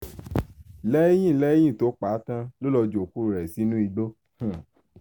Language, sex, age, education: Yoruba, male, 15-29, tertiary